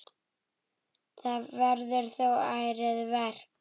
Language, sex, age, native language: Icelandic, male, 9, Icelandic